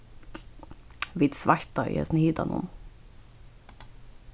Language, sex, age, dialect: Faroese, female, 15-35, Suðurstreymoy